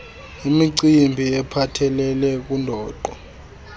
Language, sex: Xhosa, male